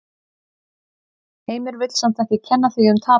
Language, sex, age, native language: Icelandic, female, 30-39, Icelandic